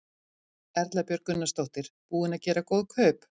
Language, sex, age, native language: Icelandic, female, 50-59, Icelandic